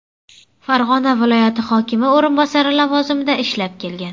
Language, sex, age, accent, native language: Uzbek, female, under 19, Surxondaryo, Uzbek